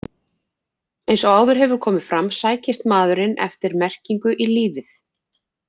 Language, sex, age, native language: Icelandic, female, 40-49, Icelandic